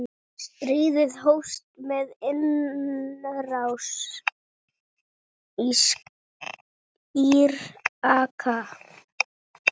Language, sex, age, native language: Icelandic, female, 7, Icelandic